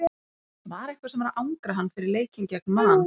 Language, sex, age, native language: Icelandic, female, 30-39, Icelandic